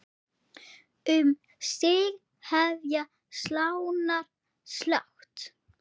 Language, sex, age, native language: Icelandic, female, 8, Icelandic